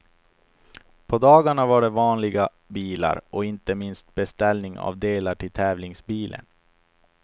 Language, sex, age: Swedish, male, 28